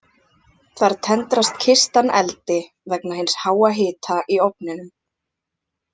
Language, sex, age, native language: Icelandic, other, 20-29, Icelandic